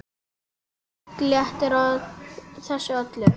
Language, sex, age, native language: Icelandic, male, 8, Icelandic